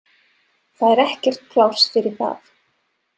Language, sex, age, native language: Icelandic, female, 30-39, Serbo-Croatian